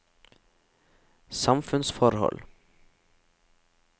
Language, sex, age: Norwegian, male, 17